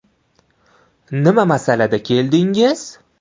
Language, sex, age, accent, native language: Uzbek, male, 18-24, Toshkent viloyati, Uzbek